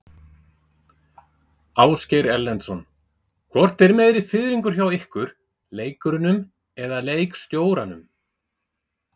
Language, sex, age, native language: Icelandic, male, 40-49, Icelandic